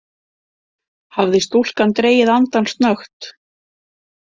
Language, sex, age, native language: Icelandic, female, 50-59, Icelandic